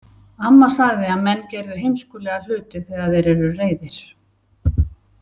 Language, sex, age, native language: Icelandic, female, 60-69, Icelandic